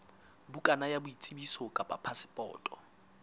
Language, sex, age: Southern Sotho, male, 19